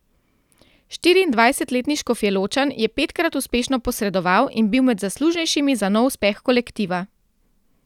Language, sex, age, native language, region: Slovenian, female, 30-49, Slovenian, Central Slovenia